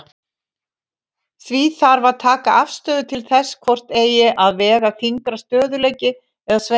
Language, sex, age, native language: Icelandic, female, 50-59, Icelandic